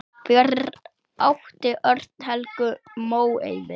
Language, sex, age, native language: Icelandic, male, 8, Icelandic